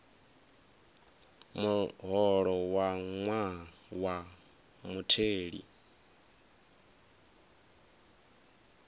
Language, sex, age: Venda, male, 24